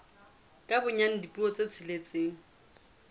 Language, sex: Southern Sotho, female